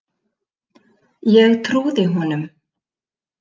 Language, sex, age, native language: Icelandic, female, 50-59, Icelandic